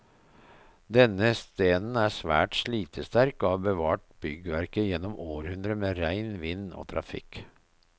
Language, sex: Norwegian, male